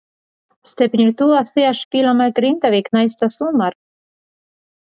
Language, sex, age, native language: Icelandic, female, 40-49, Polish